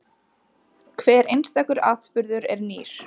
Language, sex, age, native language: Icelandic, female, 20-29, Icelandic